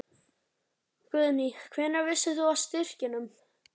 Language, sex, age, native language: Icelandic, male, 11, Icelandic